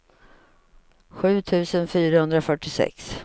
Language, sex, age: Swedish, female, 55